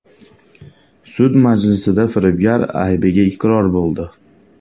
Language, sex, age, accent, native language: Uzbek, male, 25-34, Andijon, Uzbek